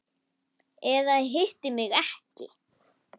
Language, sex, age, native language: Icelandic, female, 10, Icelandic